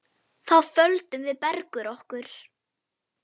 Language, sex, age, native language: Icelandic, female, 9, Icelandic